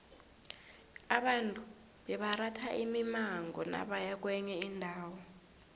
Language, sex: South Ndebele, female